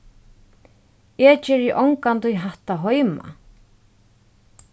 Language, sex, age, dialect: Faroese, female, 36-60, Norðurstreymoy/Eysturoy